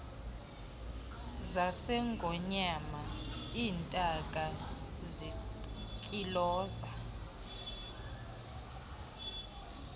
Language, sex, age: Xhosa, female, 20